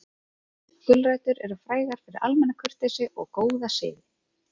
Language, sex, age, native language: Icelandic, female, 30-39, Icelandic